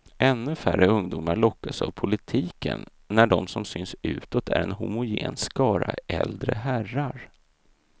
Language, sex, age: Swedish, male, 32